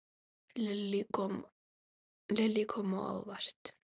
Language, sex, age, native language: Icelandic, female, 9, Icelandic